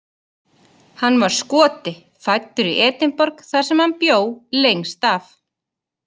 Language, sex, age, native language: Icelandic, female, 30-39, Icelandic